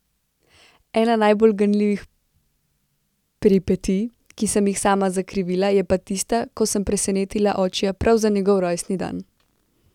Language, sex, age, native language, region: Slovenian, female, 18-29, Slovenian, Central Slovenia